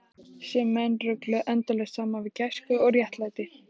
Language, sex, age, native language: Icelandic, female, 14, Icelandic